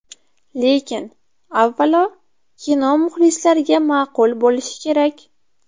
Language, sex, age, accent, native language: Uzbek, female, 12-17, Toshkent viloyati, Uzbek